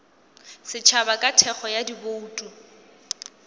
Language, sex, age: Northern Sotho, female, 18